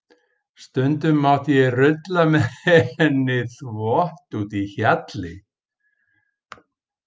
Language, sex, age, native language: Icelandic, male, 50-59, Icelandic